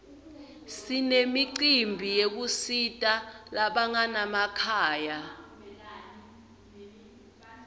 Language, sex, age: Swati, female, 22